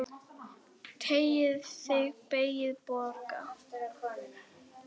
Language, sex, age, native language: Icelandic, female, 10, Icelandic